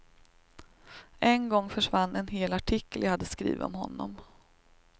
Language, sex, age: Swedish, female, 38